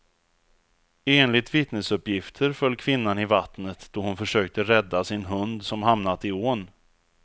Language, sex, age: Swedish, male, 34